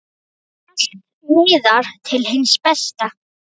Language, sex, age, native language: Icelandic, female, 9, Icelandic